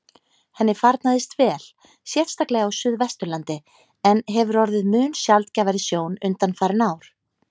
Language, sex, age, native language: Icelandic, female, 30-39, Icelandic